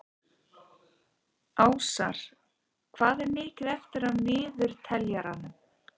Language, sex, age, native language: Icelandic, female, 50-59, Icelandic